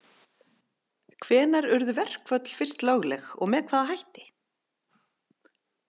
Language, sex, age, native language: Icelandic, female, 30-39, Icelandic